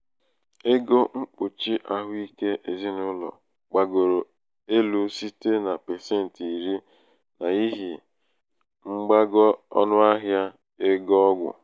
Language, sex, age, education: Igbo, male, 15-29, tertiary